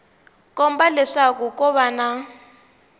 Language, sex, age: Tsonga, female, 19